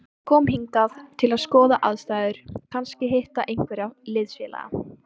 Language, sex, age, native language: Icelandic, female, 18-19, Icelandic